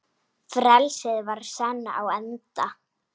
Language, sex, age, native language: Icelandic, female, 9, Icelandic